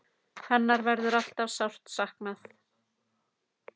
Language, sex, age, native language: Icelandic, female, 10, Icelandic